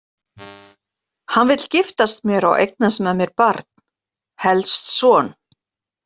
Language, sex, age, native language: Icelandic, female, 40-49, Icelandic